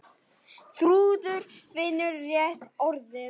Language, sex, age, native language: Icelandic, male, 8, Icelandic